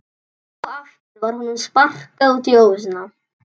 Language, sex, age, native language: Icelandic, male, 11, Icelandic